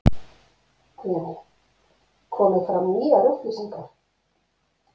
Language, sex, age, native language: Icelandic, female, 50-59, Icelandic